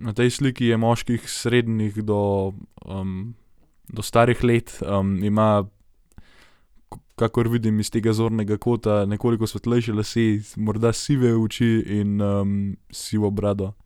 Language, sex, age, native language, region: Slovenian, male, 18-29, Slovenian, Gorenjska region